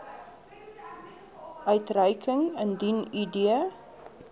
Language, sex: Afrikaans, female